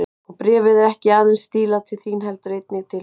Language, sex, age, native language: Icelandic, female, 30-39, Icelandic